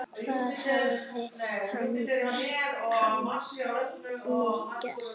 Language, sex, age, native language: Icelandic, female, 8, Icelandic